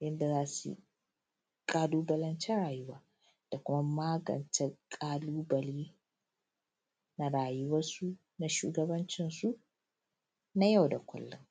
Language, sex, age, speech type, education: Hausa, female, 15-29, spontaneous, primary